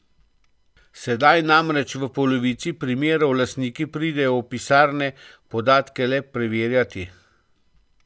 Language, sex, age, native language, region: Slovenian, male, 50-59, Slovenian, Central Slovenia